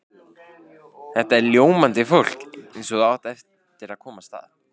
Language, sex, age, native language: Icelandic, male, 16, Icelandic